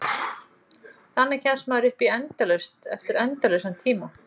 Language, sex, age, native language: Icelandic, female, 40-49, Icelandic